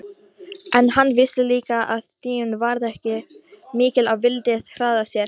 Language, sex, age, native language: Icelandic, female, 18-19, Icelandic